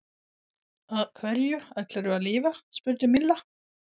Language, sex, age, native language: Icelandic, female, 40-49, Swedish